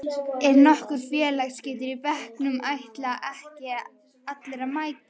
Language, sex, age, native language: Icelandic, female, 11, Icelandic